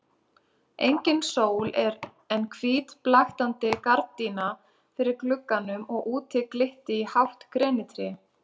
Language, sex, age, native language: Icelandic, female, 30-39, Icelandic